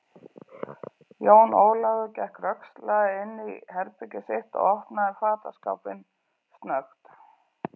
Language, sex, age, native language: Icelandic, female, 40-49, Icelandic